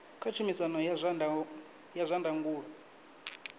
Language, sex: Venda, male